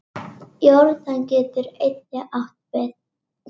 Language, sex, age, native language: Icelandic, female, 8, Icelandic